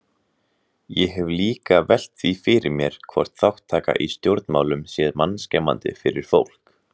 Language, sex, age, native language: Icelandic, male, 18-19, Icelandic